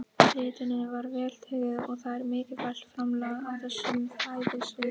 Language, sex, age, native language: Icelandic, female, 18-19, Icelandic